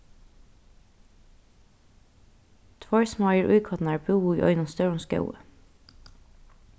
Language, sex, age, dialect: Faroese, female, 15-35, Norðurstreymoy/Eysturoy